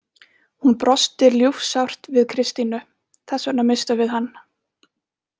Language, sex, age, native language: Icelandic, female, 20-29, Icelandic